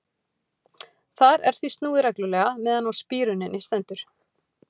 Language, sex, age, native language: Icelandic, female, 40-49, Icelandic